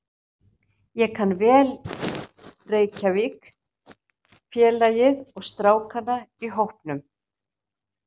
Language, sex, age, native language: Icelandic, female, 60-69, Icelandic